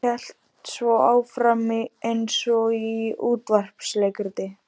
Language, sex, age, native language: Icelandic, male, 12, Icelandic